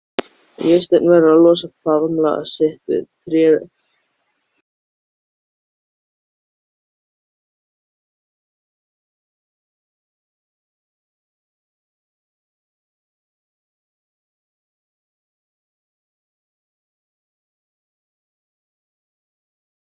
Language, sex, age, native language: Icelandic, male, 13, Icelandic